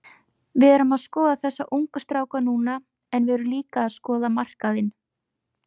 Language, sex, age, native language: Icelandic, female, 20-29, Icelandic